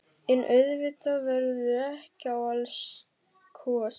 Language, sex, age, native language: Icelandic, male, 12, Icelandic